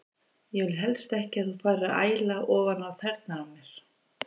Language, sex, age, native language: Icelandic, female, 50-59, Icelandic